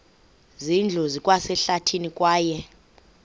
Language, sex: Xhosa, female